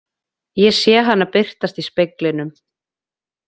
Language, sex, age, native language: Icelandic, female, 20-29, Icelandic